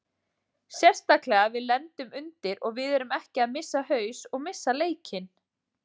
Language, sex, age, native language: Icelandic, female, 40-49, Icelandic